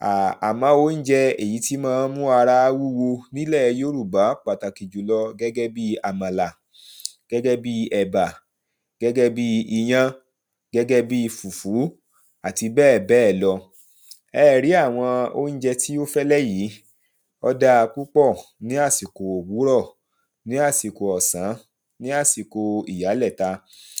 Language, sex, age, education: Yoruba, male, 30-45, primary